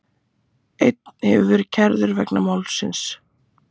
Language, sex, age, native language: Icelandic, female, 30-39, Icelandic